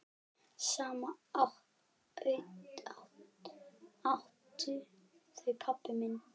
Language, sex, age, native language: Icelandic, male, 9, Icelandic